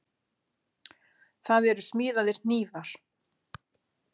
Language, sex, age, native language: Icelandic, female, 60-69, Icelandic